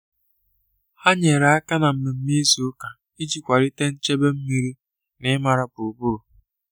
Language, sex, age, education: Igbo, male, 15-29, secondary